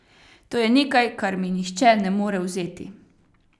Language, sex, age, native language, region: Slovenian, female, 18-29, Slovenian, Carinthia region